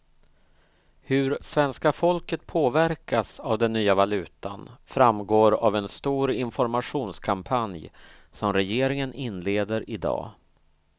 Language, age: Swedish, 38